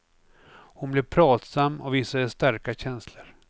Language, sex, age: Swedish, male, 49